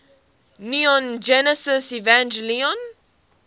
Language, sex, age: English, female, 18